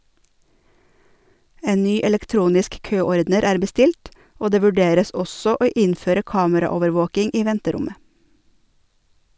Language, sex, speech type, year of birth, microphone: Norwegian, female, read, 1970, Sennheiser